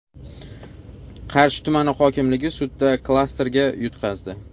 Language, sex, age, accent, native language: Uzbek, male, 25-34, Xorazm, Uzbek